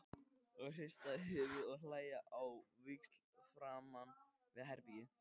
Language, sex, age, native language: Icelandic, male, 13, Icelandic